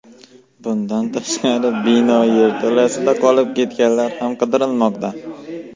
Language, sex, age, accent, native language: Uzbek, male, 18-24, Farg'ona, Uzbek